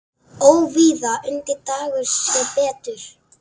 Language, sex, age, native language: Icelandic, female, 10, Icelandic